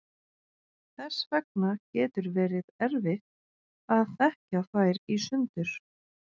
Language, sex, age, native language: Icelandic, female, 40-49, Icelandic